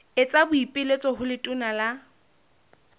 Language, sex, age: Southern Sotho, female, 21